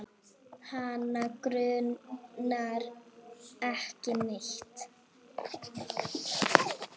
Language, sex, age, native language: Icelandic, female, 8, Icelandic